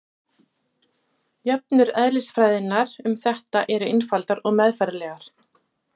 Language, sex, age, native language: Icelandic, female, 40-49, Icelandic